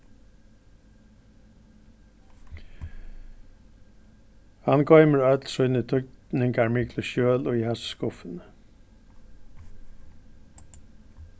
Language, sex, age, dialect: Faroese, male, 61+, Norðurstreymoy/Eysturoy